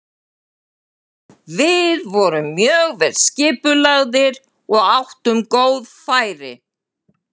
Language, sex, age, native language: Icelandic, female, 70-79, Icelandic